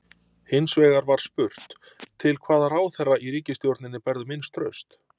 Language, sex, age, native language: Icelandic, male, 30-39, Icelandic